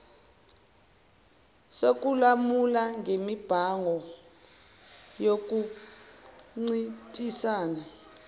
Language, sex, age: Zulu, female, 24